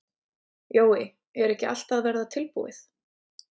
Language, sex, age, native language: Icelandic, female, 30-39, Icelandic